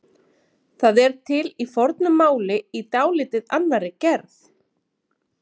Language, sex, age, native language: Icelandic, female, 30-39, Icelandic